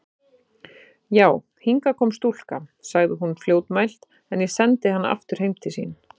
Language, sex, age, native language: Icelandic, female, 30-39, Icelandic